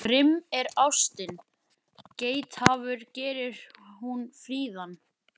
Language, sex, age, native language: Icelandic, male, 11, Icelandic